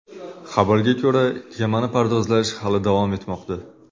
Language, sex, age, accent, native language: Uzbek, male, 25-34, Qashqadaryo, Uzbek